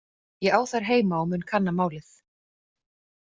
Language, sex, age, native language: Icelandic, female, 40-49, Icelandic